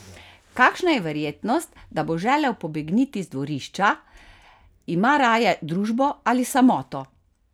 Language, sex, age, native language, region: Slovenian, female, 50-59, Slovenian, Carinthia region